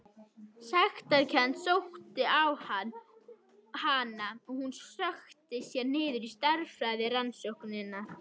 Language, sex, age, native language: Icelandic, female, 21, Icelandic